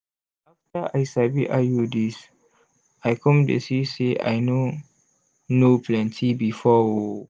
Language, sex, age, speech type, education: Nigerian Pidgin, male, 15-29, spontaneous, tertiary